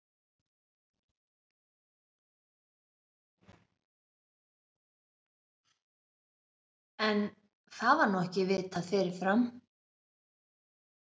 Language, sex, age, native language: Icelandic, female, 50-59, Icelandic